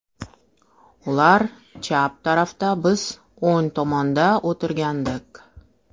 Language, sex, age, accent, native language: Uzbek, female, 35+, Toshkent shahri, Russian